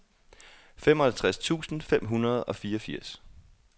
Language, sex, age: Danish, male, 28